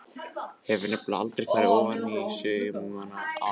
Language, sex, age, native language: Icelandic, male, 14, Icelandic